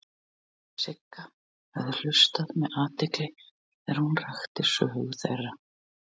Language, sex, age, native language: Icelandic, female, 60-69, Icelandic